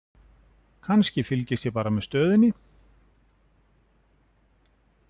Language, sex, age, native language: Icelandic, male, 40-49, Icelandic